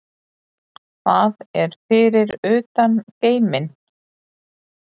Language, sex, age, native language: Icelandic, female, 40-49, Icelandic